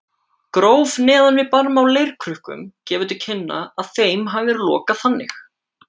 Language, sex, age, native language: Icelandic, male, 18-19, Icelandic